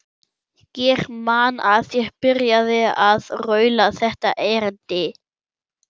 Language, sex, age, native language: Icelandic, male, 11, German